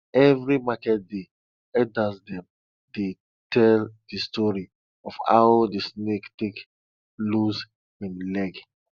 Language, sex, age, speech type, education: Nigerian Pidgin, male, 30-45, spontaneous, tertiary